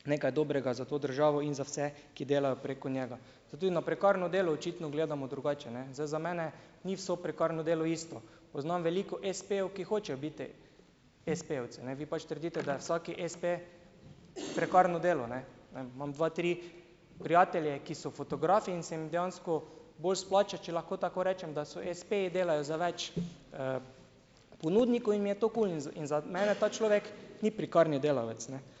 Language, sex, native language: Slovenian, male, Slovenian